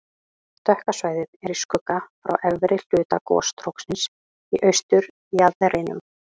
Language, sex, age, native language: Icelandic, female, 18-19, Icelandic